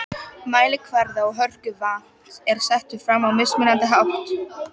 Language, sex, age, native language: Icelandic, female, 18-19, Icelandic